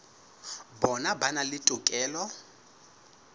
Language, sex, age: Southern Sotho, male, 19